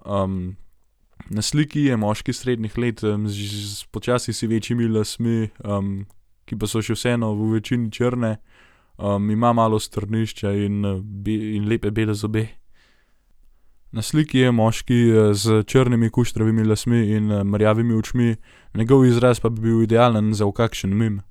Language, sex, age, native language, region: Slovenian, male, 18-29, Slovenian, Gorenjska region